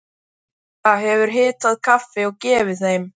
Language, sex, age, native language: Icelandic, male, 12, Icelandic